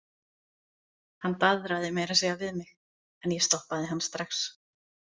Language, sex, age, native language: Icelandic, other, 40-49, Icelandic